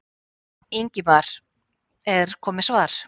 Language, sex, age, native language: Icelandic, female, 50-59, Icelandic